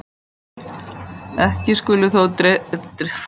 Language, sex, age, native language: Icelandic, female, 60-69, Icelandic